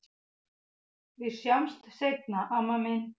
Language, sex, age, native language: Icelandic, female, 8, Icelandic